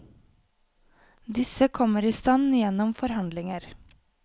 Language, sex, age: Norwegian, female, 28